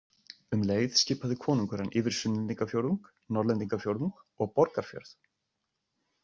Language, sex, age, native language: Icelandic, male, 30-39, Icelandic